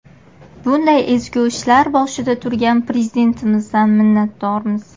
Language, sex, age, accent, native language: Uzbek, female, 18-24, Qashqadaryo, Uzbek